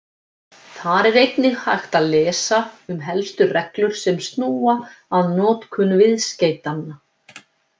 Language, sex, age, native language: Icelandic, female, 50-59, Icelandic